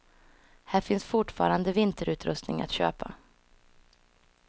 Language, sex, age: Swedish, female, 26